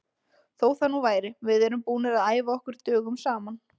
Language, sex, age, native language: Icelandic, female, 20-29, Icelandic